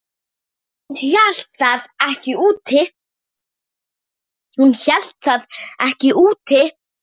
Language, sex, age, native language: Icelandic, female, 10, Icelandic